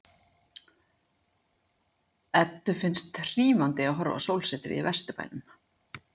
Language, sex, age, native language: Icelandic, female, 50-59, Icelandic